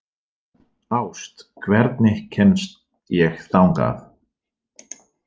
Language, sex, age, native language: Icelandic, male, 40-49, Dutch